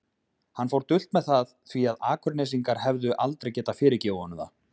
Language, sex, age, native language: Icelandic, male, 20-29, Icelandic